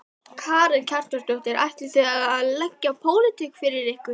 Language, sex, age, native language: Icelandic, female, 12, Icelandic